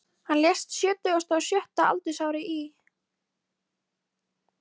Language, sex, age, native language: Icelandic, female, 13, Icelandic